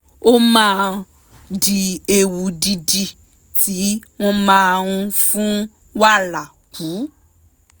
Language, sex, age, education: Yoruba, female, 15-29, tertiary